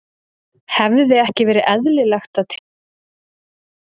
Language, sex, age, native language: Icelandic, female, 30-39, Icelandic